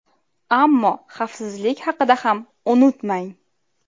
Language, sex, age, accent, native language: Uzbek, female, 25-34, Navoiy, Uzbek